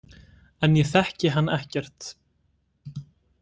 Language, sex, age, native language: Icelandic, male, 18-19, Icelandic